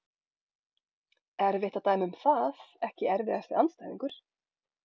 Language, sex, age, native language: Icelandic, female, 40-49, Icelandic